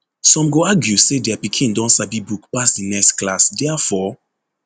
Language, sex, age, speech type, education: Nigerian Pidgin, male, 15-29, spontaneous, tertiary